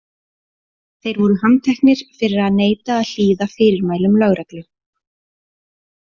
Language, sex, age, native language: Icelandic, female, 40-49, Icelandic